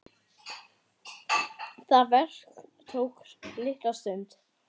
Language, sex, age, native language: Icelandic, male, 10, Icelandic